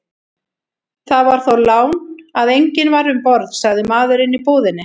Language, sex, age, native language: Icelandic, female, 40-49, Icelandic